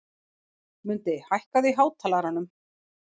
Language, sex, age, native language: Icelandic, female, 40-49, Icelandic